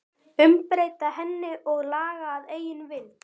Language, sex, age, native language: Icelandic, female, 12, Icelandic